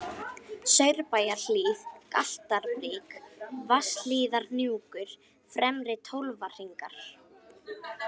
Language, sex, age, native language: Icelandic, female, 18-19, Icelandic